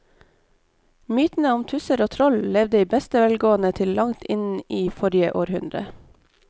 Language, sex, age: Norwegian, female, 29